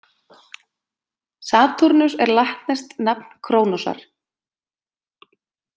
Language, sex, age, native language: Icelandic, female, 20-29, Icelandic